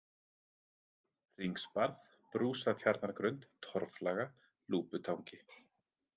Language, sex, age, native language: Icelandic, male, 30-39, Icelandic